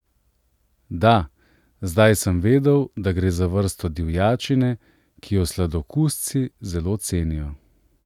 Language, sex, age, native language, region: Slovenian, male, 30-49, Slovenian, Central Slovenia